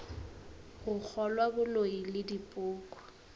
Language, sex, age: Northern Sotho, female, 19